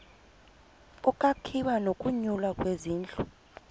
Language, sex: Xhosa, female